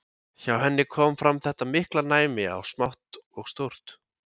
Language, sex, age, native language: Icelandic, male, 20-29, Icelandic